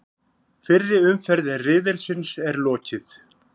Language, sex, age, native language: Icelandic, male, 40-49, Icelandic